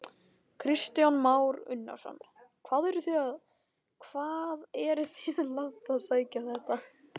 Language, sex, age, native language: Icelandic, male, 13, Icelandic